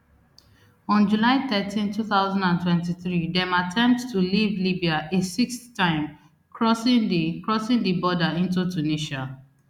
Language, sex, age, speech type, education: Nigerian Pidgin, female, 30-45, spontaneous, tertiary